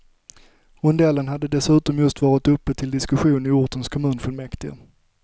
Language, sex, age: Swedish, male, 25